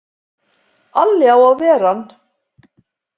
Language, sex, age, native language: Icelandic, female, 50-59, Icelandic